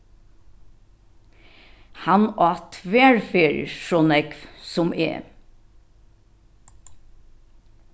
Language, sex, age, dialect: Faroese, female, 36-60, Norðurstreymoy/Eysturoy